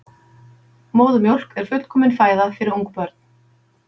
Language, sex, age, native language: Icelandic, female, 50-59, Icelandic